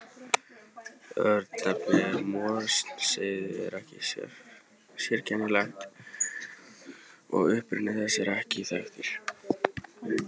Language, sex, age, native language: Icelandic, male, 18-19, Icelandic